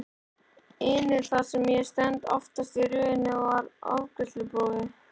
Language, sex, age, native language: Icelandic, male, 11, Icelandic